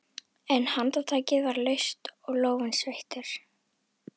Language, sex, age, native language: Icelandic, female, 11, Icelandic